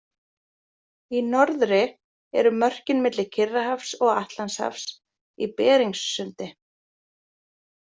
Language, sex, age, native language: Icelandic, female, 40-49, Icelandic